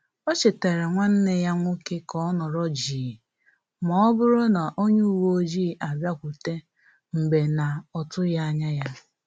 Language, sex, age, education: Igbo, female, 15-29, tertiary